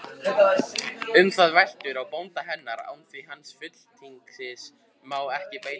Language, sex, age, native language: Icelandic, male, 50-59, Icelandic